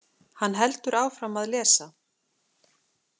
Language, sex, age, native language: Icelandic, female, 40-49, Icelandic